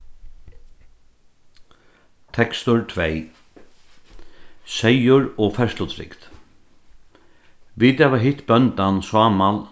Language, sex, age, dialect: Faroese, male, 36-60, Norðurstreymoy/Eysturoy